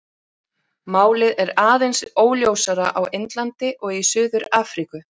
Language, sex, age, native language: Icelandic, female, 30-39, Icelandic